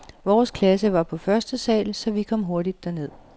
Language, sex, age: Danish, female, 37